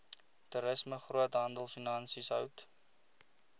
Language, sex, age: Afrikaans, male, 20